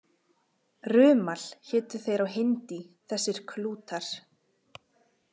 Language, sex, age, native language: Icelandic, female, 20-29, Icelandic